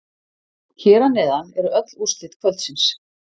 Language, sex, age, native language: Icelandic, female, 50-59, Icelandic